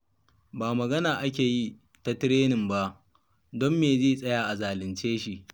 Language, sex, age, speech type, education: Hausa, male, 30-45, read, secondary